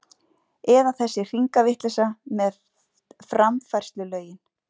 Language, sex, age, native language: Icelandic, female, 40-49, Icelandic